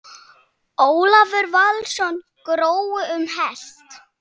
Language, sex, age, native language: Icelandic, male, 7, Icelandic